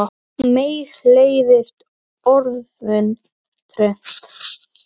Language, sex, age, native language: Icelandic, male, 7, Icelandic